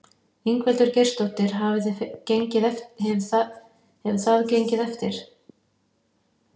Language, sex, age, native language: Icelandic, female, 50-59, Icelandic